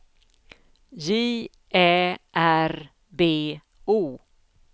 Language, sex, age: Swedish, female, 49